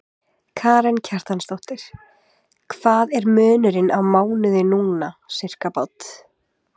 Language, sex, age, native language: Icelandic, female, 20-29, Icelandic